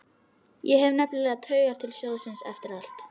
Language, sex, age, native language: Icelandic, female, 12, Icelandic